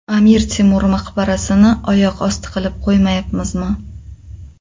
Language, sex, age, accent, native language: Uzbek, female, 25-34, Qoraqalpog'iston, Uzbek